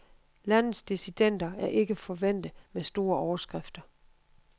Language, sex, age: Danish, female, 52